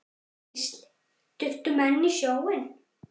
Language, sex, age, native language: Icelandic, male, 9, Icelandic